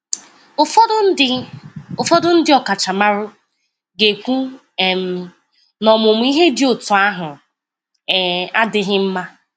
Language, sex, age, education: Igbo, female, 15-29, tertiary